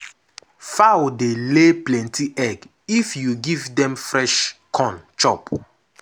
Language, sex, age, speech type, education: Nigerian Pidgin, male, 15-29, spontaneous, tertiary